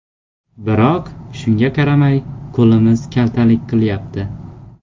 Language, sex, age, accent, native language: Uzbek, male, 18-24, Xorazm, Uzbek